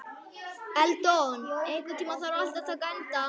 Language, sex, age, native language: Icelandic, male, 11, Icelandic